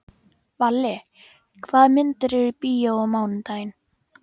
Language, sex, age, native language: Icelandic, female, 12, Icelandic